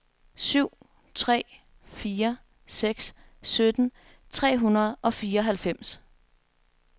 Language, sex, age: Danish, female, 21